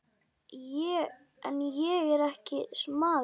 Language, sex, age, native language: Icelandic, other, 10, Icelandic